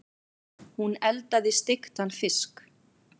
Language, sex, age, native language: Icelandic, female, 40-49, Icelandic